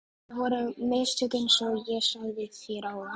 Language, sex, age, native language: Icelandic, male, 11, Icelandic